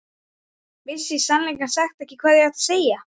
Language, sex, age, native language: Icelandic, male, 12, Icelandic